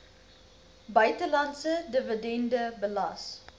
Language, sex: Afrikaans, female